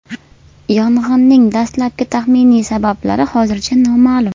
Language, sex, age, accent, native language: Uzbek, female, 18-24, Namangan, Uzbek